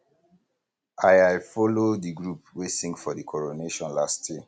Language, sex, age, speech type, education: Nigerian Pidgin, male, 15-29, spontaneous, tertiary